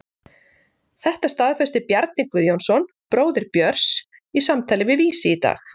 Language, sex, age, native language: Icelandic, female, 40-49, Icelandic